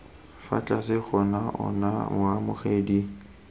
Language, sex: Tswana, male